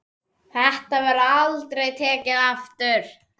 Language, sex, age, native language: Icelandic, male, 10, Icelandic